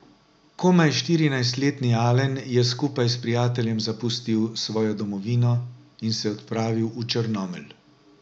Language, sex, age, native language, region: Slovenian, male, 60+, Slovenian, Drava region